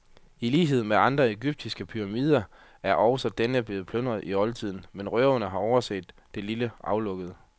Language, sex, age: Danish, male, 30